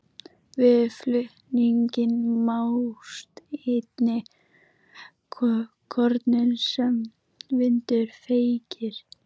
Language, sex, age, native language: Icelandic, female, 12, Icelandic